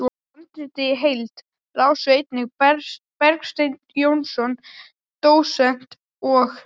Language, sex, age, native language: Icelandic, male, 12, Icelandic